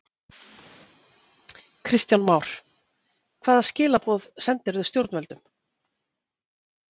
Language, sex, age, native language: Icelandic, female, 40-49, Icelandic